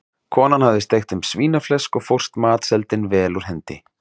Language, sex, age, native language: Icelandic, male, 30-39, Icelandic